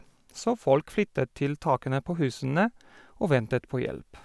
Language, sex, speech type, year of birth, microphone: Norwegian, male, spontaneous, 1973, Sennheiser